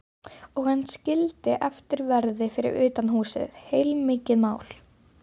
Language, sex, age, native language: Icelandic, female, 12, Icelandic